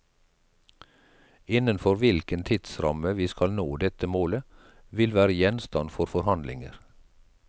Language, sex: Norwegian, male